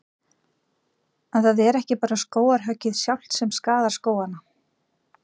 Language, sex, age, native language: Icelandic, female, 40-49, Icelandic